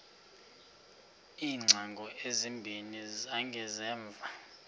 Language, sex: Xhosa, male